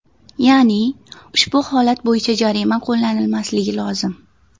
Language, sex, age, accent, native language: Uzbek, female, 18-24, Toshkent viloyati, Uzbek